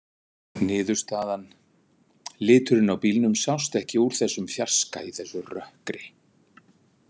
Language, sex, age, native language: Icelandic, male, 60-69, Icelandic